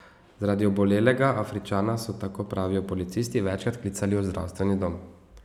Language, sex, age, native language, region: Slovenian, male, 18-29, Slovenian, Savinja region